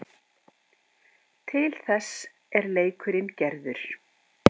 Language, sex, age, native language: Icelandic, female, 50-59, Icelandic